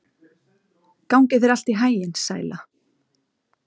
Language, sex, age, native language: Icelandic, female, 30-39, Icelandic